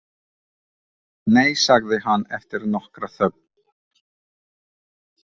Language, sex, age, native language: Icelandic, male, 30-39, Ukrainian